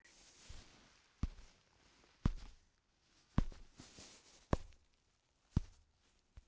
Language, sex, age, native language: Icelandic, male, 10, Icelandic